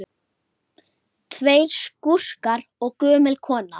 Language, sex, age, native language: Icelandic, female, 8, Icelandic